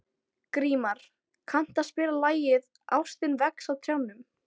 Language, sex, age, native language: Icelandic, female, 12, Icelandic